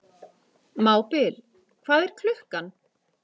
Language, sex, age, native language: Icelandic, female, 40-49, Icelandic